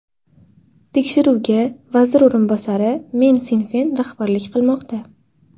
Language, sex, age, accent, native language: Uzbek, female, 18-24, Farg'ona, Uzbek